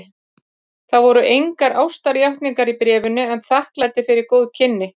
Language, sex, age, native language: Icelandic, female, 50-59, Icelandic